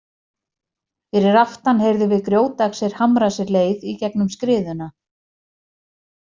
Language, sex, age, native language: Icelandic, female, 40-49, Icelandic